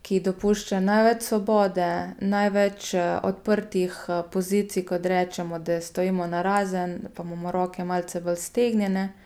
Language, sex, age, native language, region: Slovenian, female, 30-49, Slovenian, Gorica region